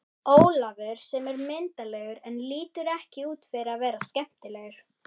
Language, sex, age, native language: Icelandic, female, 30-39, Icelandic